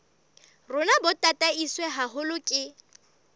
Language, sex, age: Southern Sotho, female, 25